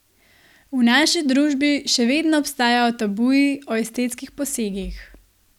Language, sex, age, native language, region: Slovenian, female, 18-29, Slovenian, Gorenjska region